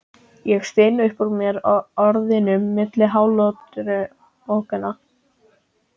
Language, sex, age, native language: Icelandic, male, 14, Icelandic